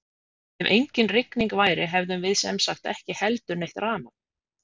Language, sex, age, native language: Icelandic, female, 50-59, Icelandic